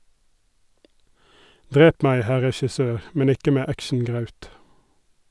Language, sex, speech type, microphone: Norwegian, male, read, Sennheiser